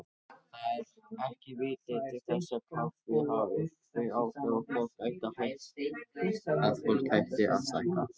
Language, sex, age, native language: Icelandic, male, 18-19, Icelandic